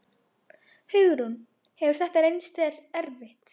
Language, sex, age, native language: Icelandic, female, 12, Icelandic